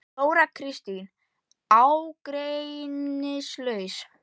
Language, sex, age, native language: Icelandic, male, 11, Icelandic